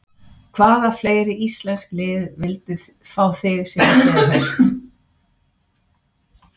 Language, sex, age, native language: Icelandic, female, 60-69, Swedish